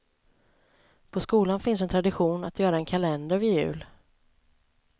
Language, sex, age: Swedish, female, 29